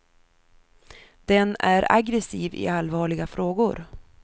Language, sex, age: Swedish, female, 33